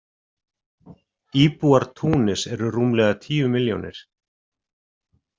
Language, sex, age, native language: Icelandic, male, 40-49, Icelandic